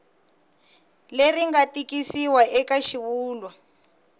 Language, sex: Tsonga, female